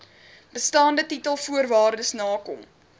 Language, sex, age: Afrikaans, female, 21